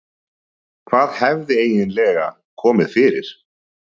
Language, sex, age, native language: Icelandic, male, 30-39, Icelandic